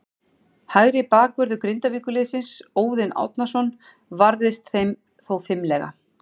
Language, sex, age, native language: Icelandic, female, 40-49, Icelandic